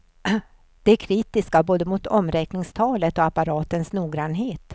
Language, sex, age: Swedish, female, 64